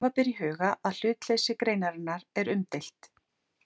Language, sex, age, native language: Icelandic, female, 40-49, Icelandic